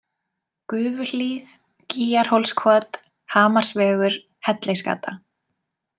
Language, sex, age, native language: Icelandic, female, 20-29, Icelandic